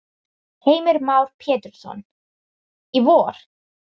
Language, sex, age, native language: Icelandic, female, 18-19, Icelandic